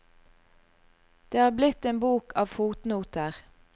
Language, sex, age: Norwegian, female, 38